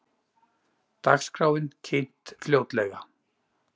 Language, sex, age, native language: Icelandic, male, 40-49, Icelandic